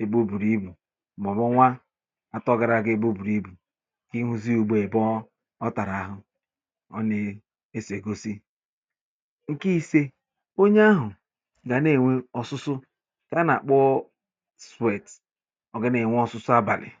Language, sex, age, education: Igbo, male, 30-45, tertiary